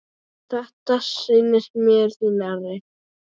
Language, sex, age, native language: Icelandic, female, 9, Icelandic